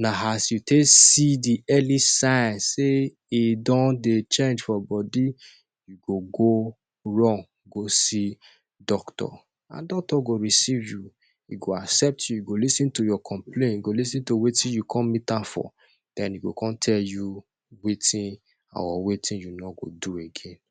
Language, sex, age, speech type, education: Nigerian Pidgin, male, 15-29, spontaneous, tertiary